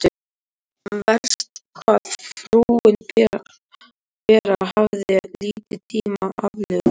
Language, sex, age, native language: Icelandic, male, 12, Icelandic